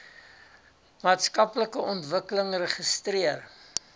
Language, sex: Afrikaans, male